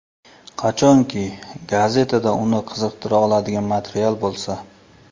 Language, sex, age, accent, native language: Uzbek, male, 35+, Surxondaryo, Uzbek